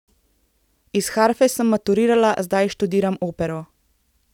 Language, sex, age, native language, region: Slovenian, female, 18-29, Slovenian, Central Slovenia